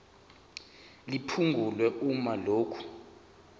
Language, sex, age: Zulu, male, 23